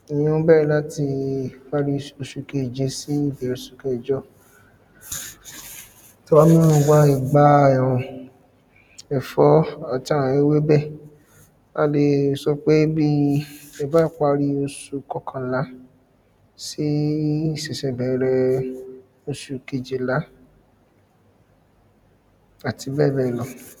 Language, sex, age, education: Yoruba, male, 15-29, secondary